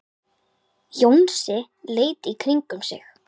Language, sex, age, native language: Icelandic, female, 10, Icelandic